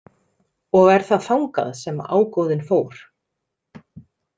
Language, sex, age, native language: Icelandic, female, 30-39, Icelandic